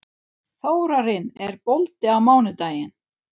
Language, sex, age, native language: Icelandic, female, 30-39, Swedish